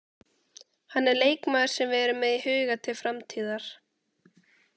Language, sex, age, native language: Icelandic, female, 18-19, Icelandic